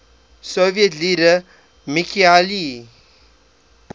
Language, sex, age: English, male, 23